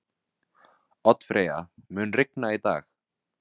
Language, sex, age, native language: Icelandic, male, 20-29, Vietnamese